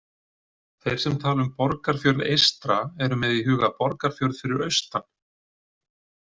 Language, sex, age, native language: Icelandic, male, 40-49, Icelandic